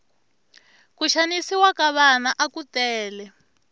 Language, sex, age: Tsonga, female, 23